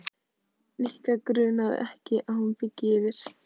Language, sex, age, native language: Icelandic, female, 14, Icelandic